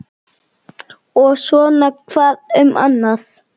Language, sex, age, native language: Icelandic, male, 9, Icelandic